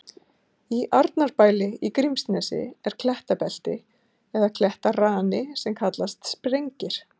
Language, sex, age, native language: Icelandic, female, 50-59, Icelandic